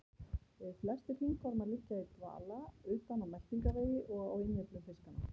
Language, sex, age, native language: Icelandic, female, 50-59, Icelandic